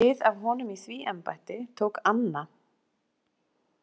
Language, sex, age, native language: Icelandic, female, 40-49, Icelandic